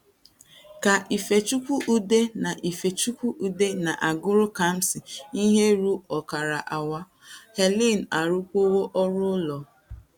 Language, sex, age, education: Igbo, female, 30-45, secondary